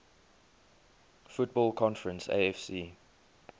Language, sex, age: English, male, 23